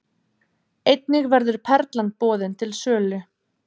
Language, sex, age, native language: Icelandic, female, 30-39, Icelandic